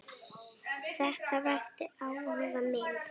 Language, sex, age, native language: Icelandic, female, 8, Icelandic